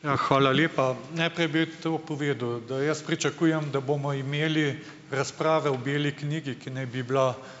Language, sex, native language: Slovenian, male, Slovenian